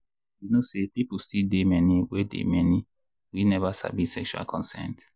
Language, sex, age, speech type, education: Nigerian Pidgin, male, 30-45, spontaneous, tertiary